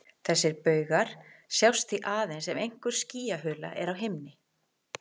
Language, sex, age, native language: Icelandic, female, 40-49, Icelandic